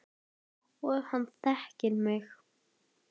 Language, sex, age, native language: Icelandic, female, 10, Icelandic